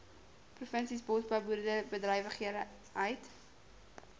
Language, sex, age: Afrikaans, female, 18